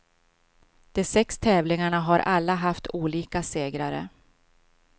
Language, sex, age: Swedish, female, 52